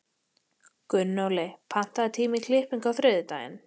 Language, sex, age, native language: Icelandic, female, 14, Icelandic